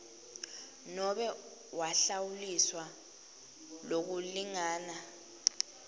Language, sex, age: Swati, female, 19